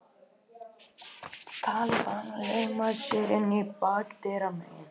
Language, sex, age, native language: Icelandic, male, 18-19, Icelandic